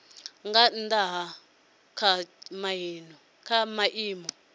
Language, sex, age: Venda, female, 30